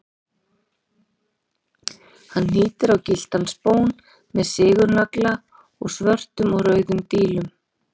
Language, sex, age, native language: Icelandic, female, 40-49, Icelandic